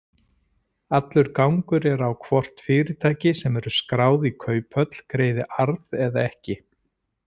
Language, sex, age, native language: Icelandic, male, 40-49, Icelandic